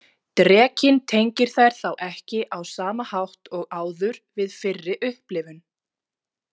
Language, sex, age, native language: Icelandic, female, 30-39, Icelandic